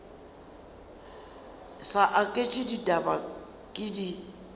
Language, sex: Northern Sotho, female